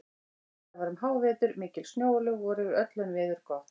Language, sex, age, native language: Icelandic, female, 18-19, Icelandic